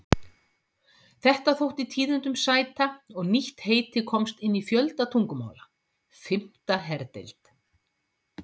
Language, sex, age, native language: Icelandic, female, 50-59, Icelandic